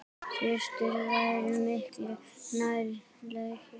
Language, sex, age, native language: Icelandic, female, 9, Icelandic